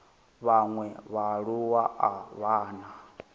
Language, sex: Venda, male